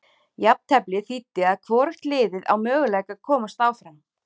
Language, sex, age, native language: Icelandic, female, 30-39, Icelandic